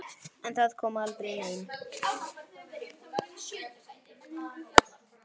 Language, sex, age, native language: Icelandic, male, 9, Icelandic